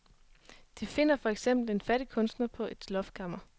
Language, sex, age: Danish, female, 23